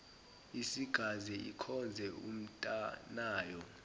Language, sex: Zulu, male